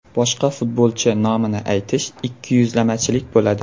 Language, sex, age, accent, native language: Uzbek, male, 18-24, Surxondaryo, Uzbek